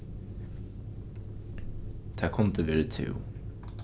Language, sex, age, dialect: Faroese, male, 15-35, Norðuroyggjar